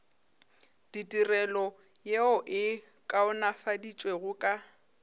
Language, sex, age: Northern Sotho, female, 22